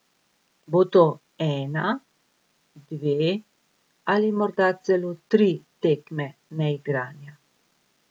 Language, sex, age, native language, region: Slovenian, female, 50-59, Slovenian, Gorica region